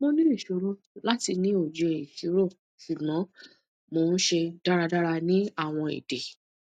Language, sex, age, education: Yoruba, female, 30-45, tertiary